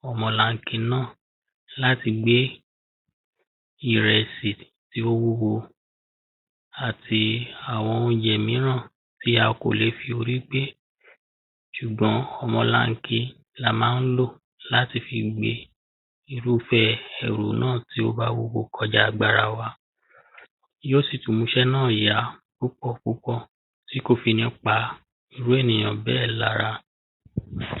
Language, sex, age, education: Yoruba, female, 30-45, primary